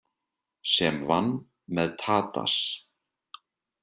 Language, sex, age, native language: Icelandic, male, 30-39, Icelandic